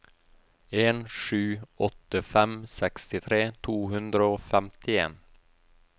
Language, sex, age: Norwegian, male, 32